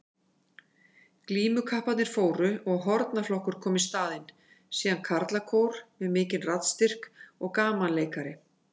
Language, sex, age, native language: Icelandic, female, 50-59, Icelandic